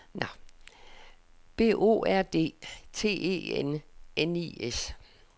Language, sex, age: Danish, female, 67